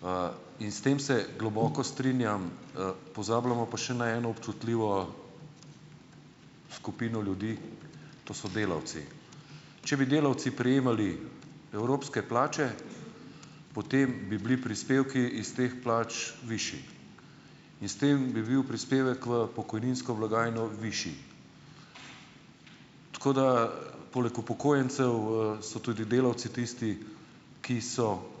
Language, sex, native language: Slovenian, male, Slovenian